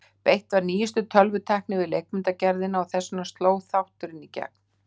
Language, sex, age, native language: Icelandic, female, 60-69, Icelandic